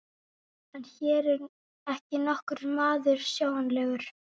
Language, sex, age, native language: Icelandic, female, 12, Icelandic